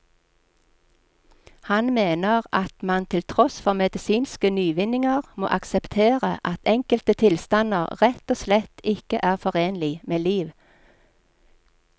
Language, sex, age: Norwegian, female, 46